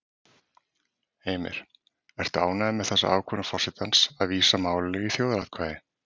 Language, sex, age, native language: Icelandic, male, 40-49, Icelandic